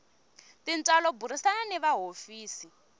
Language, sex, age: Tsonga, female, 21